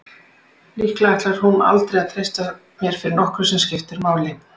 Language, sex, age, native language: Icelandic, female, 60-69, Icelandic